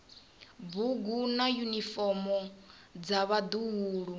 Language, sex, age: Venda, female, 27